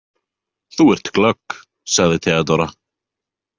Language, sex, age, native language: Icelandic, male, 18-19, Icelandic